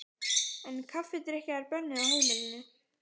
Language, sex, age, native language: Icelandic, male, 14, Icelandic